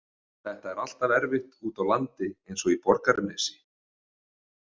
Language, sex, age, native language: Icelandic, male, 40-49, Icelandic